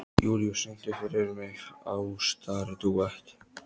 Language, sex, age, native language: Icelandic, male, 12, Icelandic